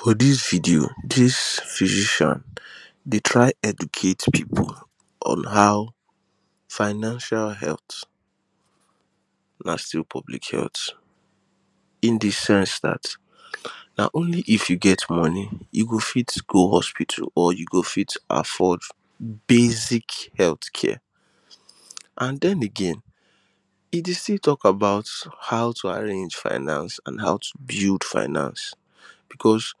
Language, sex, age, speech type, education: Nigerian Pidgin, male, 15-29, spontaneous, tertiary